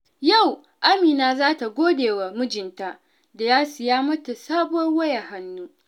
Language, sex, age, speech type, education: Hausa, female, 15-29, spontaneous, tertiary